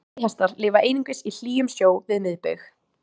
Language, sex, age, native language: Icelandic, female, 18-19, Icelandic